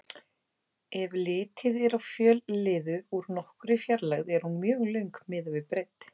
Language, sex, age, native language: Icelandic, female, 18-19, Icelandic